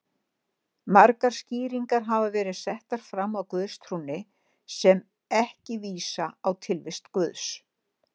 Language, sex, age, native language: Icelandic, female, 60-69, Icelandic